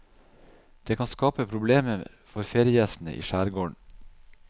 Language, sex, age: Norwegian, male, 37